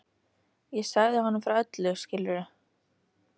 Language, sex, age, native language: Icelandic, female, 13, Icelandic